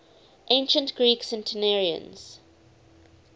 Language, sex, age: English, female, 19